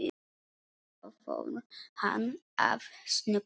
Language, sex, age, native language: Icelandic, male, 9, Polish